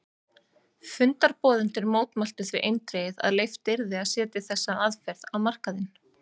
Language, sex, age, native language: Icelandic, female, 30-39, Icelandic